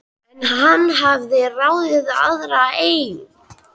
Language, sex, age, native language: Icelandic, female, 13, Icelandic